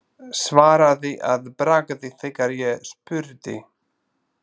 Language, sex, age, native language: Icelandic, male, 30-39, Slovak